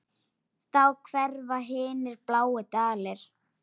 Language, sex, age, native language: Icelandic, female, 10, Icelandic